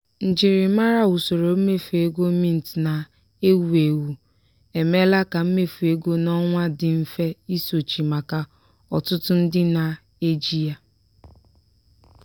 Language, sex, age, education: Igbo, female, 15-29, tertiary